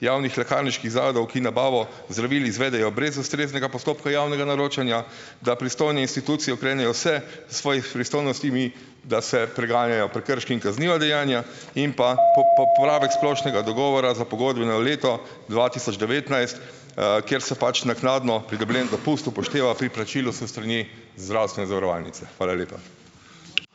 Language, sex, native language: Slovenian, male, Slovenian